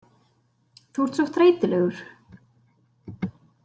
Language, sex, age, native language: Icelandic, female, 30-39, Icelandic